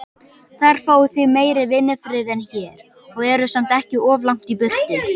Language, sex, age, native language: Icelandic, male, 18-19, Icelandic